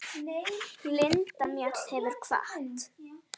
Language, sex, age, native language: Icelandic, female, 9, Icelandic